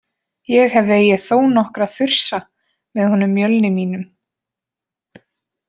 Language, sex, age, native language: Icelandic, female, 20-29, Icelandic